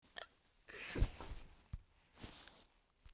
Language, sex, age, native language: Icelandic, male, 10, Icelandic